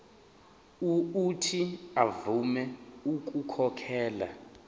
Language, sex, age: Zulu, male, 23